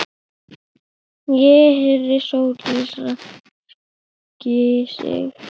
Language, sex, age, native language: Icelandic, male, 8, Icelandic